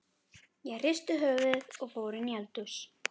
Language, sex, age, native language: Icelandic, female, 12, Icelandic